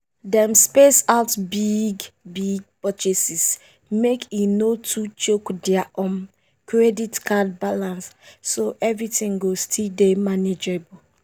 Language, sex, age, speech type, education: Nigerian Pidgin, female, 15-29, spontaneous, tertiary